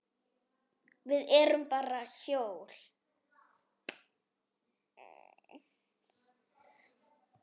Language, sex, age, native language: Icelandic, female, 7, Icelandic